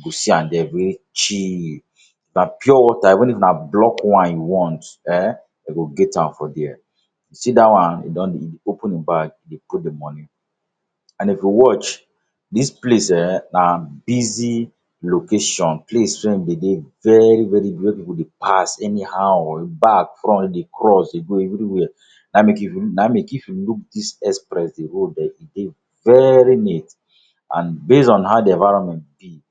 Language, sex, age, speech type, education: Nigerian Pidgin, male, 46-60, spontaneous, tertiary